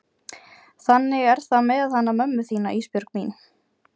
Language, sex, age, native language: Icelandic, female, 20-29, Ukrainian